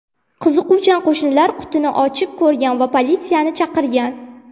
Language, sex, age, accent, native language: Uzbek, female, 18-24, Navoiy, Uzbek